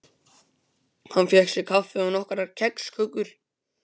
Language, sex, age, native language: Icelandic, male, 15, Icelandic